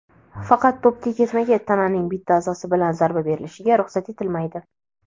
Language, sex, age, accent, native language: Uzbek, female, 18-24, Toshkent shahri, Uzbek